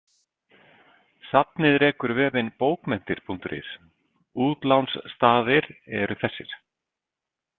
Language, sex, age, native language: Icelandic, male, 50-59, Icelandic